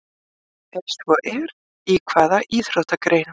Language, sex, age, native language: Icelandic, female, 50-59, Icelandic